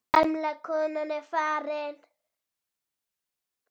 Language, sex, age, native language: Icelandic, female, 7, Icelandic